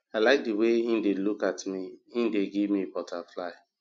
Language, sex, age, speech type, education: Nigerian Pidgin, male, 30-45, spontaneous, tertiary